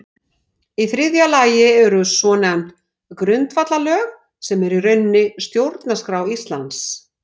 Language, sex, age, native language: Icelandic, female, 60-69, Icelandic